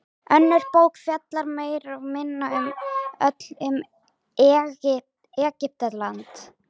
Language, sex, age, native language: Icelandic, female, 18-19, Icelandic